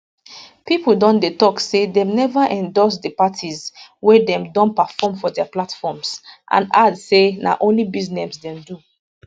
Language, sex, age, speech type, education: Nigerian Pidgin, female, 15-29, spontaneous, tertiary